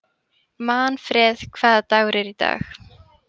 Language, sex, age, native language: Icelandic, female, 18-19, Icelandic